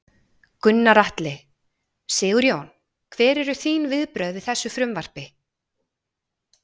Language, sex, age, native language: Icelandic, female, 40-49, Icelandic